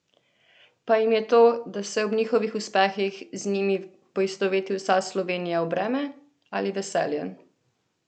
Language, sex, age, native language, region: Slovenian, female, 18-29, Slovenian, Central Slovenia